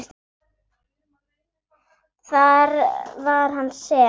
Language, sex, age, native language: Icelandic, female, 8, Icelandic